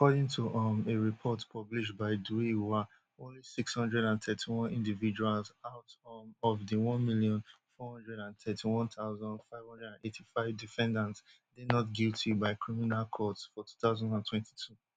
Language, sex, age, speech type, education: Nigerian Pidgin, male, 15-29, spontaneous, tertiary